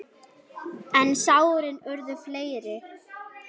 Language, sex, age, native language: Icelandic, female, 10, Icelandic